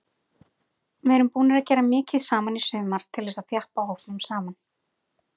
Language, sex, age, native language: Icelandic, female, 40-49, Icelandic